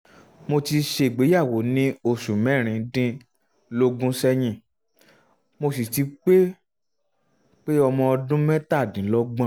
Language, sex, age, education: Yoruba, male, 30-45, tertiary